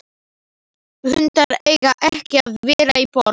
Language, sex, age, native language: Icelandic, male, 11, Slovak